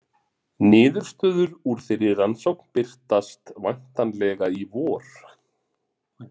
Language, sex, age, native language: Icelandic, male, 40-49, Icelandic